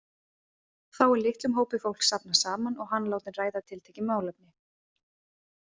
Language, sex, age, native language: Icelandic, female, 20-29, Icelandic